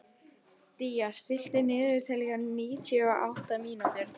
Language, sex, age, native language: Icelandic, female, 18-19, Icelandic